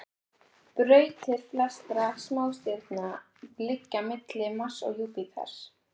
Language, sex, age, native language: Icelandic, female, 13, Icelandic